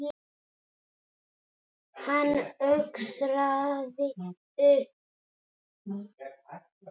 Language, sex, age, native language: Icelandic, male, 8, Icelandic